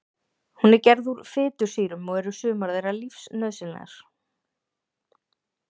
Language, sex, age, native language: Icelandic, female, 30-39, Icelandic